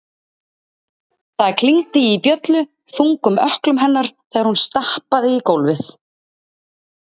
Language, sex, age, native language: Icelandic, female, 30-39, Icelandic